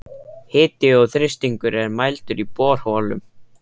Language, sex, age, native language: Icelandic, male, 13, Icelandic